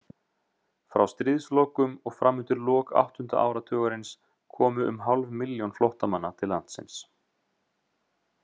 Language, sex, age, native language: Icelandic, male, 30-39, Icelandic